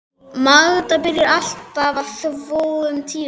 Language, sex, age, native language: Icelandic, male, 12, Icelandic